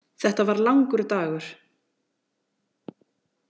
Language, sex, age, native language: Icelandic, female, 40-49, Icelandic